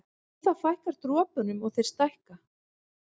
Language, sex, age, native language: Icelandic, female, 30-39, Icelandic